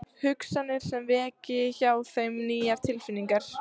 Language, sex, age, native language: Icelandic, female, 14, Icelandic